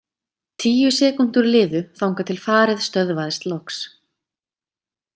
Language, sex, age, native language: Icelandic, female, 30-39, Icelandic